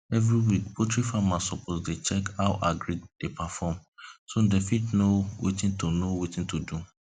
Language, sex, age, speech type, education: Nigerian Pidgin, male, 15-29, spontaneous, tertiary